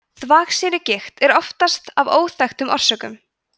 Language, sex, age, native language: Icelandic, female, 20-29, Icelandic